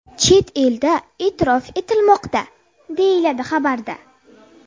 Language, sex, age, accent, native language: Uzbek, female, 30-39, Buxoro, Uzbek